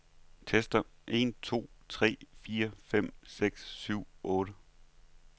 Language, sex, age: Danish, male, 39